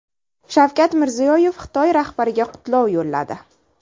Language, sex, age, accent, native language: Uzbek, female, 18-24, Samarqand, Uzbek